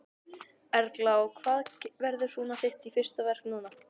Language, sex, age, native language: Icelandic, male, 12, Icelandic